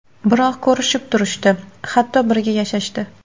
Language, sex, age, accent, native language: Uzbek, female, 18-24, Qashqadaryo, Uzbek